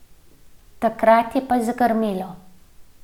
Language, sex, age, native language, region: Slovenian, female, 30-49, Slovenian, Central Slovenia